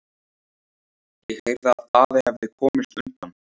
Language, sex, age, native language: Icelandic, male, 13, Icelandic